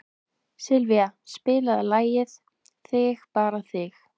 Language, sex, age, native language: Icelandic, female, 20-29, Icelandic